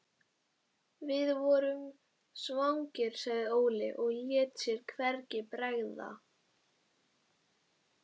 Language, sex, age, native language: Icelandic, female, 12, Icelandic